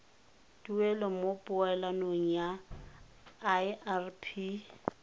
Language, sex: Tswana, female